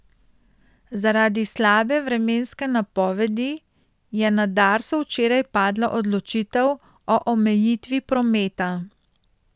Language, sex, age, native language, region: Slovenian, female, 30-49, Slovenian, Central Slovenia